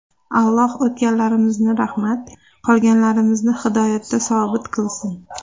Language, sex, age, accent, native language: Uzbek, female, 25-34, Andijon, Uzbek